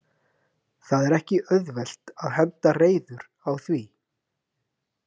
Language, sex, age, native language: Icelandic, male, 30-39, Icelandic